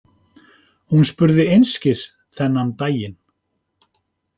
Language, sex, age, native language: Icelandic, male, 50-59, Icelandic